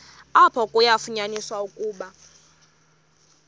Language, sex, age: Xhosa, female, 22